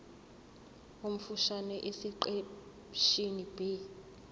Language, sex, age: Zulu, female, 24